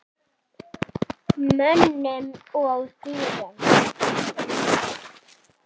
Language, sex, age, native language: Icelandic, female, 7, Icelandic